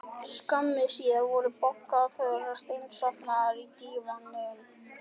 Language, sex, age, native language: Icelandic, male, 11, Icelandic